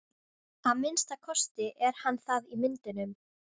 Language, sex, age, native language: Icelandic, female, 13, Icelandic